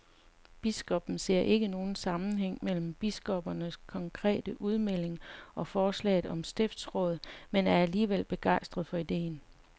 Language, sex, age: Danish, female, 35